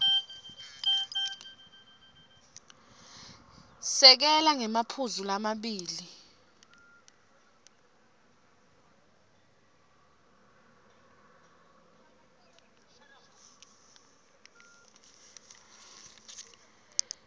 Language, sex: Swati, female